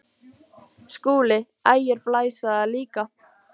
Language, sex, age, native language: Icelandic, female, 14, Icelandic